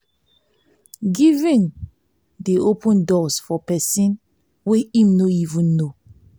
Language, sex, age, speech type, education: Nigerian Pidgin, female, 15-29, spontaneous, tertiary